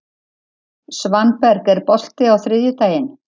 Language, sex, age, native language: Icelandic, female, 50-59, Icelandic